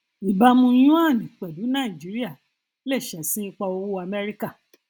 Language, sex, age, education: Yoruba, female, 30-45, tertiary